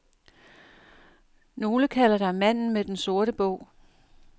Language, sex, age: Danish, female, 58